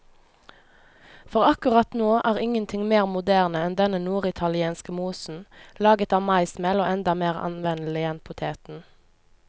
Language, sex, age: Norwegian, female, 25